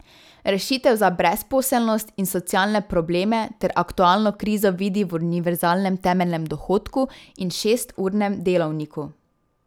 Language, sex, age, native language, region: Slovenian, female, 18-29, Slovenian, Drava region